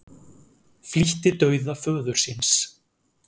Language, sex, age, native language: Icelandic, male, 30-39, Icelandic